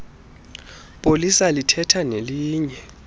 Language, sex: Xhosa, male